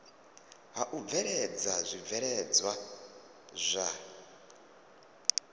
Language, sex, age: Venda, male, 22